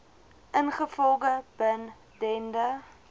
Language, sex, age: Afrikaans, female, 21